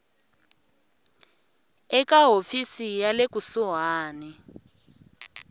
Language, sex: Tsonga, female